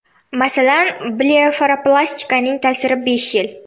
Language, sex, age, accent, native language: Uzbek, female, 12-17, Xorazm, Uzbek